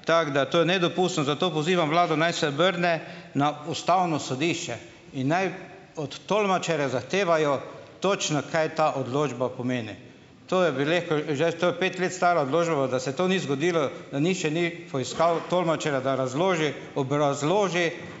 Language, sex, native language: Slovenian, male, Slovenian